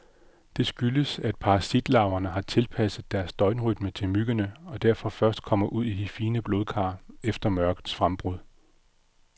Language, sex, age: Danish, male, 46